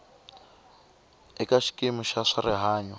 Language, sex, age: Tsonga, male, 25